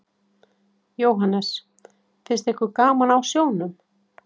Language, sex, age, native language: Icelandic, female, 40-49, Icelandic